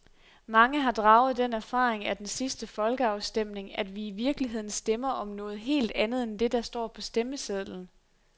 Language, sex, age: Danish, female, 23